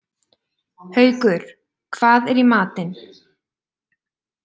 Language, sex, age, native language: Icelandic, female, 20-29, Icelandic